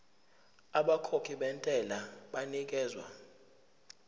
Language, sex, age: Zulu, male, 23